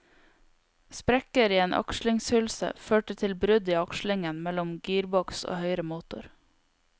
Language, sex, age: Norwegian, female, 22